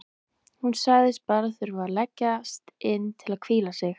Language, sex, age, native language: Icelandic, female, 20-29, Icelandic